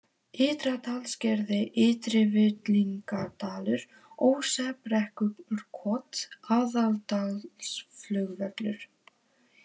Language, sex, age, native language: Icelandic, female, 18-19, Polish